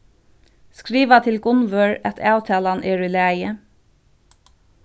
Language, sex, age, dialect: Faroese, female, 36-60, Vágar